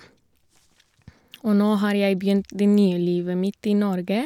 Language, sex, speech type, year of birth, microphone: Norwegian, female, spontaneous, 1988, Shure